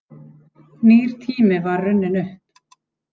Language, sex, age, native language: Icelandic, female, 30-39, Icelandic